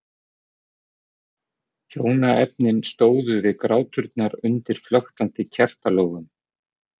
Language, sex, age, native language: Icelandic, male, 40-49, Icelandic